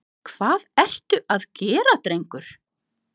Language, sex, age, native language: Icelandic, other, 50-59, Icelandic